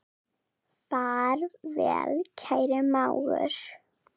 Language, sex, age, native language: Icelandic, female, 7, Serbo-Croatian